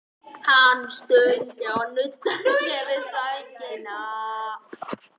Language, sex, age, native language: Icelandic, male, 11, Icelandic